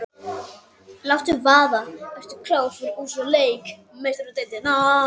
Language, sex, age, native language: Icelandic, male, 12, Icelandic